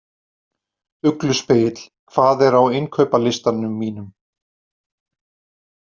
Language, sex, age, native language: Icelandic, male, 40-49, Icelandic